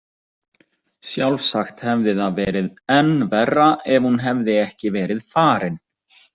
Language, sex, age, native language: Icelandic, male, 40-49, Icelandic